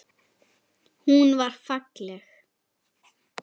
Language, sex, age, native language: Icelandic, female, 10, Icelandic